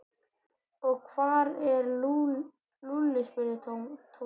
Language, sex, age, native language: Icelandic, male, 12, Icelandic